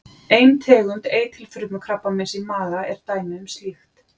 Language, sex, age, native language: Icelandic, female, 40-49, Icelandic